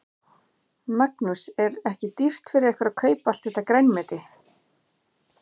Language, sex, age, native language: Icelandic, female, 40-49, Icelandic